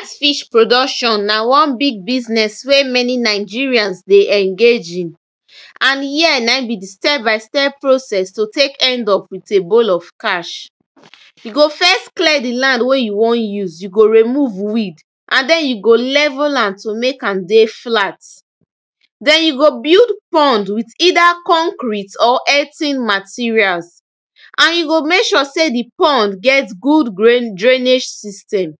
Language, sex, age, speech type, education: Nigerian Pidgin, female, 15-29, spontaneous, tertiary